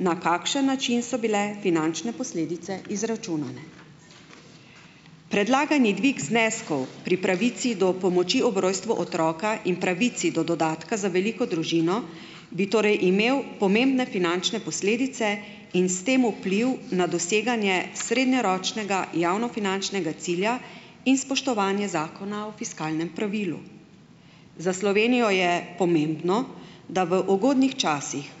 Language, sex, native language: Slovenian, female, Slovenian